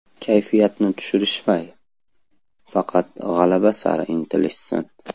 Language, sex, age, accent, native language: Uzbek, male, 18-24, Andijon, Uzbek